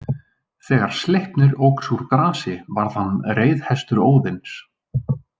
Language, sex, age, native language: Icelandic, male, 20-29, Icelandic